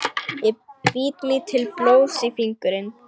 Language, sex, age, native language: Icelandic, female, 18-19, Lithuanian